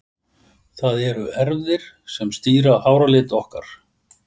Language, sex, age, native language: Icelandic, male, 60-69, Icelandic